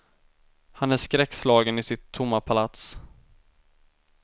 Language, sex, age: Swedish, male, 19